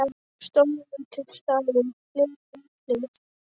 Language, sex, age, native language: Icelandic, female, 12, Icelandic